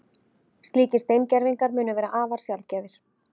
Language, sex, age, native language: Icelandic, female, 30-39, Icelandic